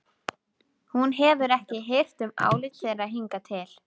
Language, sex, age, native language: Icelandic, female, 12, Icelandic